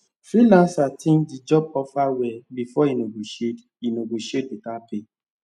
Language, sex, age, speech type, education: Nigerian Pidgin, male, 15-29, spontaneous, tertiary